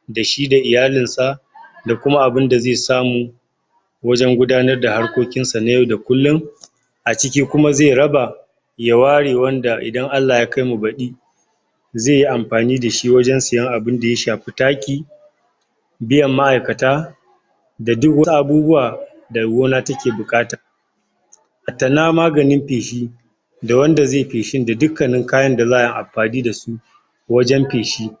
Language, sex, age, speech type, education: Hausa, male, 60+, spontaneous, tertiary